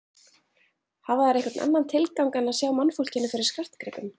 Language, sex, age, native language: Icelandic, female, 30-39, Icelandic